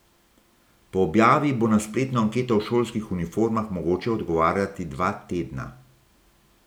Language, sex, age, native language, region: Slovenian, male, 60+, Slovenian, Gorenjska region